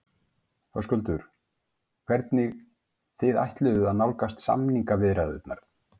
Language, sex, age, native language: Icelandic, male, 50-59, Icelandic